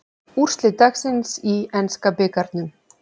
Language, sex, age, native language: Icelandic, female, 40-49, Icelandic